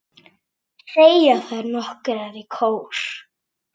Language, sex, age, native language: Icelandic, male, 6, Icelandic